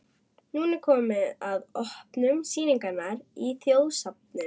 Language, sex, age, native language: Icelandic, female, 11, German